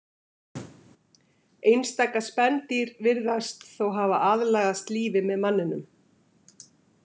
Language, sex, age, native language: Icelandic, female, 50-59, Icelandic